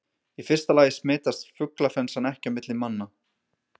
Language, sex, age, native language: Icelandic, male, 30-39, Icelandic